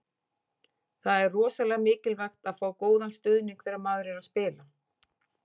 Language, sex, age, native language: Icelandic, female, 40-49, Icelandic